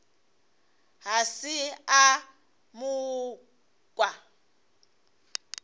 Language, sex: Northern Sotho, female